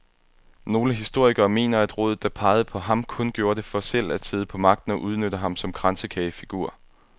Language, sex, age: Danish, male, 21